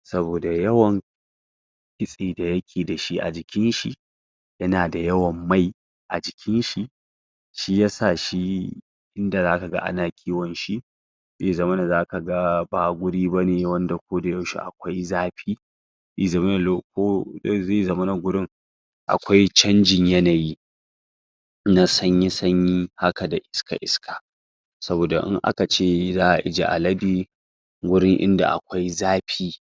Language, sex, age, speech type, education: Hausa, female, 60+, spontaneous, secondary